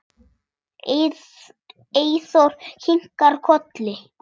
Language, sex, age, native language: Icelandic, female, 6, Icelandic